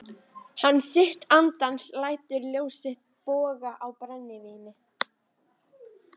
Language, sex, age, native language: Icelandic, female, 13, Icelandic